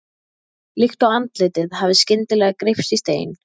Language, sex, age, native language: Icelandic, female, 12, Icelandic